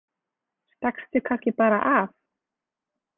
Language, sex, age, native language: Icelandic, female, 20-29, Icelandic